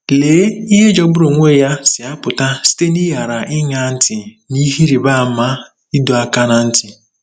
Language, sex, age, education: Igbo, male, 15-29, tertiary